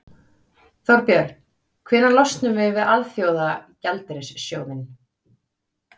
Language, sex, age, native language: Icelandic, female, 30-39, Icelandic